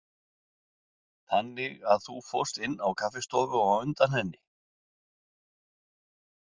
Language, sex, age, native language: Icelandic, male, 60-69, Icelandic